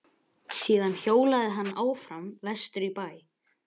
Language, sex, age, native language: Icelandic, male, 11, Icelandic